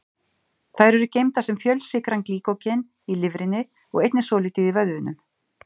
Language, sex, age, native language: Icelandic, female, 50-59, Icelandic